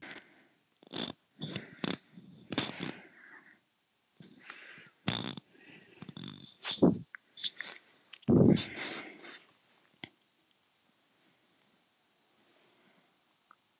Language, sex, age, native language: Icelandic, male, 11, Icelandic